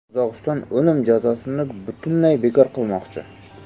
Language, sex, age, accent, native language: Uzbek, male, 18-24, Samarqand, Uzbek